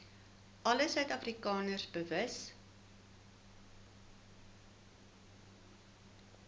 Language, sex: Afrikaans, female